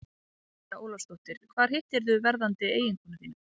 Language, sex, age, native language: Icelandic, female, 30-39, Icelandic